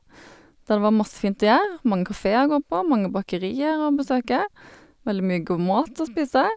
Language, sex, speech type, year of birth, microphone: Norwegian, female, spontaneous, 1972, Sennheiser